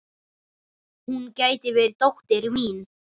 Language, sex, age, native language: Icelandic, male, 9, Icelandic